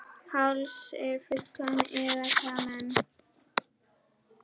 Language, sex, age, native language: Icelandic, female, 10, Icelandic